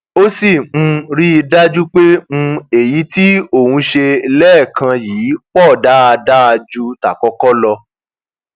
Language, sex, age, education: Yoruba, male, 30-45, tertiary